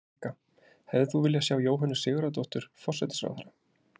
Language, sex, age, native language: Icelandic, male, 30-39, Icelandic